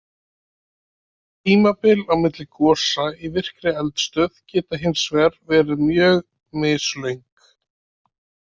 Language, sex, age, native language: Icelandic, male, 30-39, Icelandic